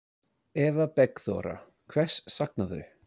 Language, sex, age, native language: Icelandic, male, 30-39, English